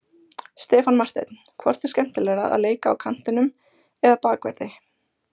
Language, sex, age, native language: Icelandic, female, 20-29, Icelandic